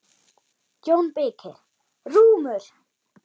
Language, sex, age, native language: Icelandic, female, 9, German